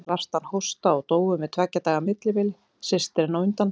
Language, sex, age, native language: Icelandic, female, 20-29, Icelandic